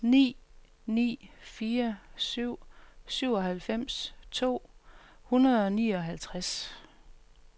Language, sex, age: Danish, female, 45